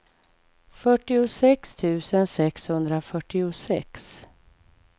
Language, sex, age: Swedish, female, 44